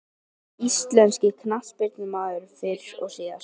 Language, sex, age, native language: Icelandic, male, 12, Icelandic